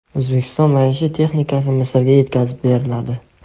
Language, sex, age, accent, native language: Uzbek, male, 18-24, Jizzax, Uzbek